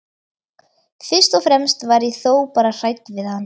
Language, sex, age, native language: Icelandic, female, 13, Icelandic